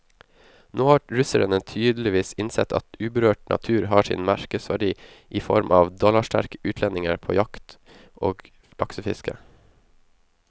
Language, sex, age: Norwegian, male, 19